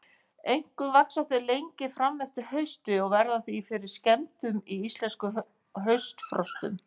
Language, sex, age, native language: Icelandic, female, 50-59, Icelandic